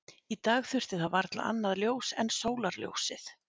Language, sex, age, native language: Icelandic, female, 50-59, Icelandic